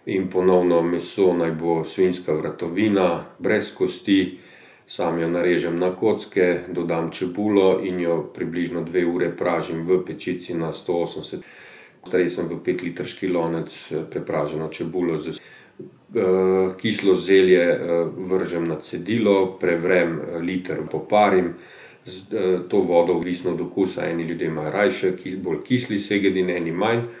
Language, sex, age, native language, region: Slovenian, male, 50-59, Slovenian, Central Slovenia